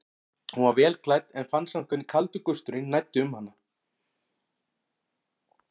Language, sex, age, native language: Icelandic, male, 40-49, Icelandic